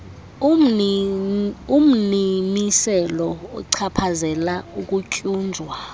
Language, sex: Xhosa, female